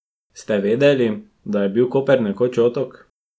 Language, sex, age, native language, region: Slovenian, male, 12-17, Slovenian, Drava region